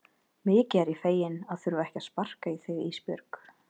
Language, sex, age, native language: Icelandic, female, 20-29, Icelandic